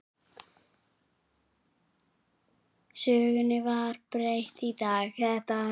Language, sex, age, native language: Icelandic, male, 7, Icelandic